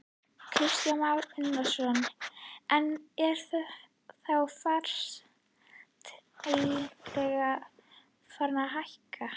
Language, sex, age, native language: Icelandic, female, 11, Icelandic